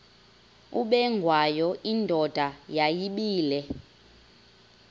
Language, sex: Xhosa, female